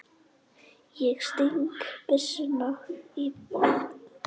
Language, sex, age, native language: Icelandic, female, 8, Icelandic